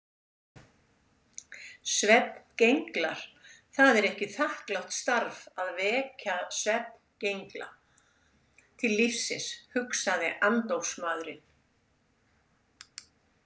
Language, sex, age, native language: Icelandic, female, 70-79, Icelandic